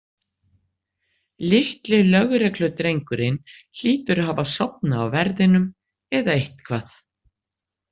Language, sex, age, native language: Icelandic, female, 60-69, Icelandic